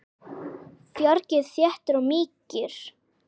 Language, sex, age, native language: Icelandic, male, 10, Icelandic